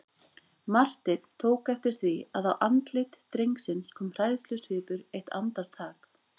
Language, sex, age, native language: Icelandic, female, 20-29, Icelandic